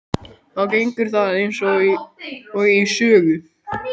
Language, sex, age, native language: Icelandic, male, 12, Icelandic